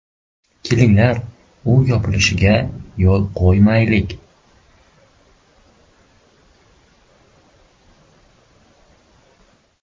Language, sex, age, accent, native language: Uzbek, male, 12-17, Surxondaryo, Uzbek